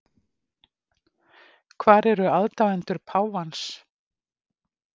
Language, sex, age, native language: Icelandic, female, 50-59, Icelandic